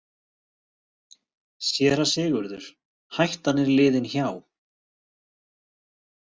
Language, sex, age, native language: Icelandic, male, 30-39, Icelandic